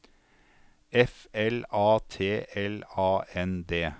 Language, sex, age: Norwegian, male, 52